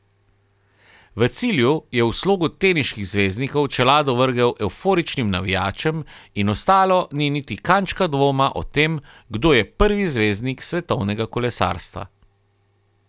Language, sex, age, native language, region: Slovenian, male, 30-49, Slovenian, Carinthia region